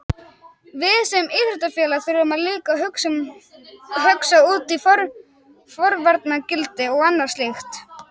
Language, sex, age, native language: Icelandic, male, 18-19, Icelandic